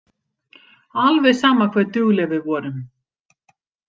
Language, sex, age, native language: Icelandic, female, 50-59, Icelandic